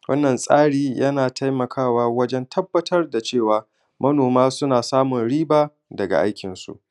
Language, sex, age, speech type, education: Hausa, male, 15-29, spontaneous, primary